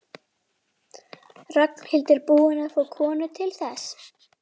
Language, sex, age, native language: Icelandic, female, 11, Icelandic